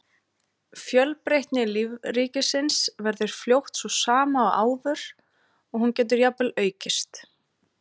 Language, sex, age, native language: Icelandic, female, 30-39, Icelandic